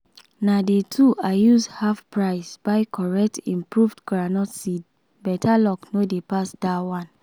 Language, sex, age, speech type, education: Nigerian Pidgin, female, 15-29, spontaneous, secondary